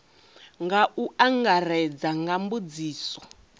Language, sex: Venda, female